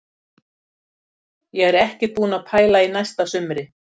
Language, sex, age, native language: Icelandic, female, 60-69, Icelandic